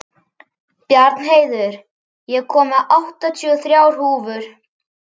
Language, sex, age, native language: Icelandic, male, 11, Icelandic